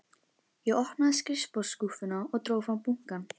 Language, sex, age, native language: Icelandic, female, 11, Icelandic